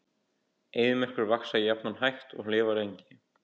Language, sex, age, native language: Icelandic, male, 18-19, Icelandic